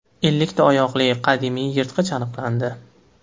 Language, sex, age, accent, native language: Uzbek, male, 18-24, Farg'ona, Uzbek